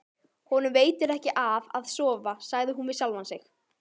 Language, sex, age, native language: Icelandic, female, 18-19, Icelandic